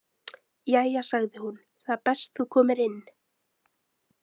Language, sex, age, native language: Icelandic, female, 20-29, Icelandic